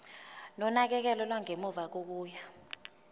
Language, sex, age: Zulu, female, 20